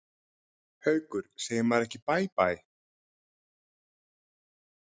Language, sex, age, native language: Icelandic, male, 40-49, Icelandic